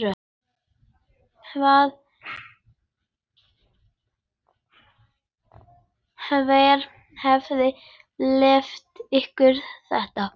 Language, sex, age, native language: Icelandic, male, 9, Icelandic